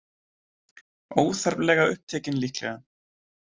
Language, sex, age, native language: Icelandic, male, 20-29, Icelandic